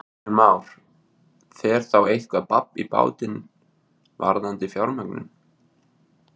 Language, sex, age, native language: Icelandic, male, 20-29, Icelandic